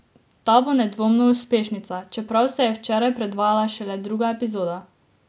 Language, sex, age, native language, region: Slovenian, female, 18-29, Slovenian, Drava region